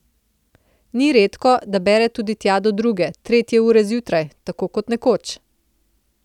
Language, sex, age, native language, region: Slovenian, female, 30-49, Slovenian, Central Slovenia